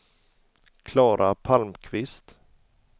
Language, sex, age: Swedish, male, 40